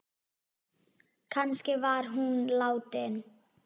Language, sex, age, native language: Icelandic, female, 6, Icelandic